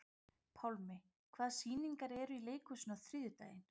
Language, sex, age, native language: Icelandic, female, 30-39, Icelandic